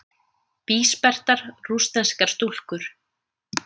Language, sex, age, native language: Icelandic, female, 30-39, Icelandic